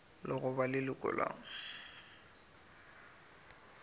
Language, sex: Northern Sotho, male